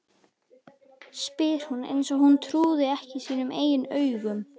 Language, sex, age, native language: Icelandic, female, 12, Icelandic